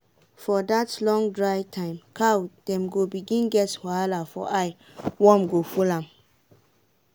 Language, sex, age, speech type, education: Nigerian Pidgin, female, 15-29, spontaneous, tertiary